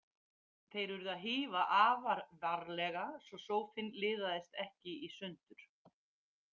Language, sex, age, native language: Icelandic, female, 50-59, Icelandic